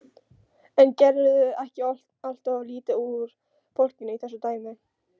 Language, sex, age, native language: Icelandic, female, 13, Polish